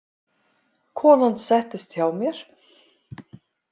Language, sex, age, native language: Icelandic, female, 50-59, Icelandic